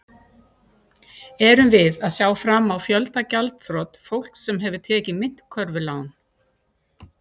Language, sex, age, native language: Icelandic, female, 60-69, Icelandic